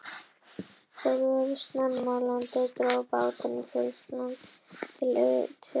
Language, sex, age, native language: Icelandic, female, 18-19, Icelandic